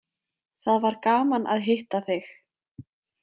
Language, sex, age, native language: Icelandic, female, 20-29, Icelandic